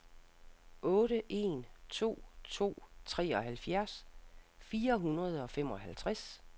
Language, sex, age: Danish, female, 60